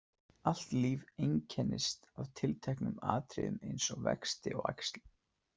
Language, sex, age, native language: Icelandic, male, 30-39, Icelandic